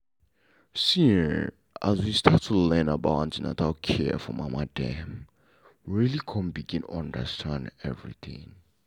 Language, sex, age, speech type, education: Nigerian Pidgin, male, 15-29, spontaneous, tertiary